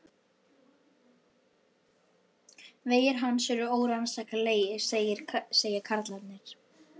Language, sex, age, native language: Icelandic, female, 11, Icelandic